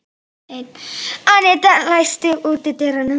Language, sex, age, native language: Icelandic, female, 11, Icelandic